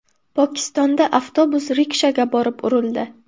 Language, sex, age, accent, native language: Uzbek, female, under 19, Buxoro, Uzbek